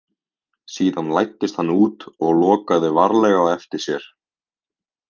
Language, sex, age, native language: Icelandic, male, 18-19, Icelandic